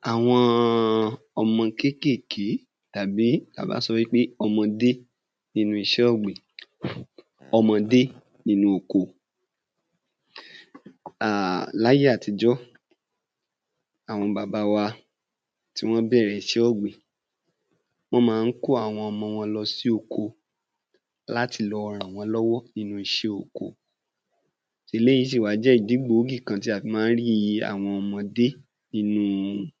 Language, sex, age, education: Yoruba, male, 15-29, tertiary